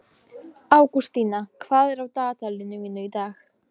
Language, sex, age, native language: Icelandic, female, 15, Polish